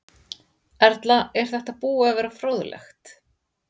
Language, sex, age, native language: Icelandic, female, 40-49, Icelandic